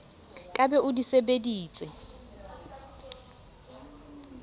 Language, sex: Southern Sotho, female